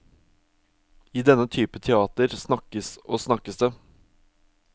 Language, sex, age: Norwegian, male, 22